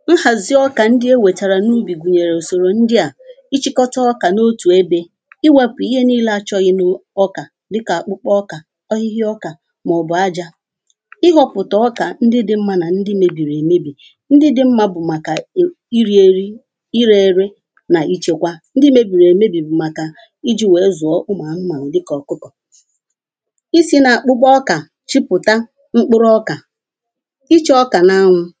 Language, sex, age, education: Igbo, female, 30-45, primary